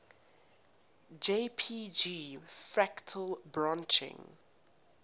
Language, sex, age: English, female, 19